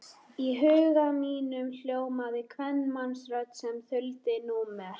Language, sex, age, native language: Icelandic, female, 13, Icelandic